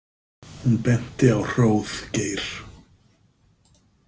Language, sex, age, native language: Icelandic, male, 50-59, Icelandic